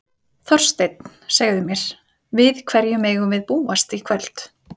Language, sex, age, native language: Icelandic, female, 30-39, Icelandic